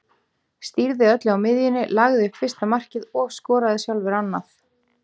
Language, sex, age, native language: Icelandic, female, 18-19, Icelandic